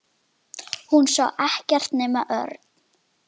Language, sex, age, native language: Icelandic, female, 10, Icelandic